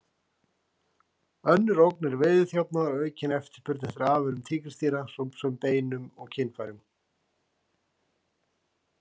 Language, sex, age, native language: Icelandic, male, 40-49, Icelandic